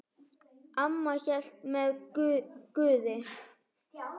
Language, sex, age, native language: Icelandic, female, 5, Icelandic